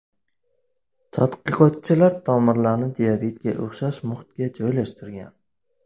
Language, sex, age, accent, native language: Uzbek, male, 25-34, Navoiy, Uzbek